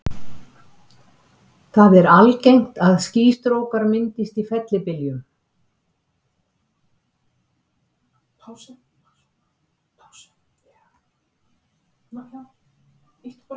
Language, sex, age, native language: Icelandic, female, 70-79, Icelandic